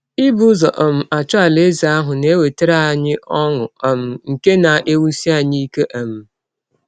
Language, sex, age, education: Igbo, female, 30-45, tertiary